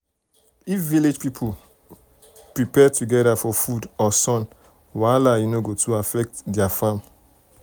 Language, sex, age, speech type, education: Nigerian Pidgin, male, 30-45, spontaneous, tertiary